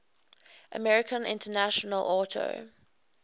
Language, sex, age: English, female, 21